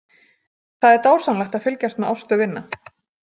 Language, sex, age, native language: Icelandic, female, 40-49, Icelandic